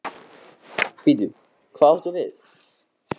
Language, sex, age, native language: Icelandic, male, 14, Icelandic